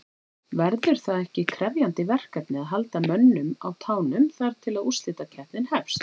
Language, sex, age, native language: Icelandic, female, 18-19, Icelandic